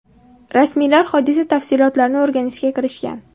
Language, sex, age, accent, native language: Uzbek, female, 19-29, Namangan, Uzbek